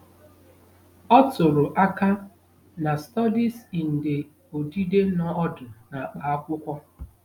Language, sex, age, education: Igbo, female, 30-45, tertiary